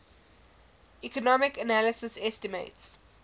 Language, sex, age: English, female, 20